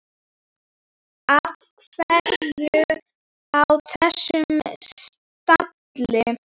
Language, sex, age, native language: Icelandic, female, 7, Icelandic